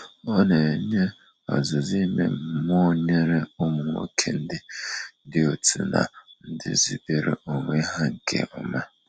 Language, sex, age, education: Igbo, male, 30-45, tertiary